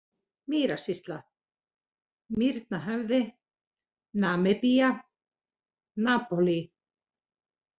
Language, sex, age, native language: Icelandic, female, 40-49, Icelandic